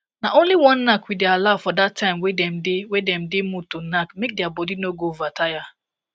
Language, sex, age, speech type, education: Nigerian Pidgin, female, 15-29, spontaneous, tertiary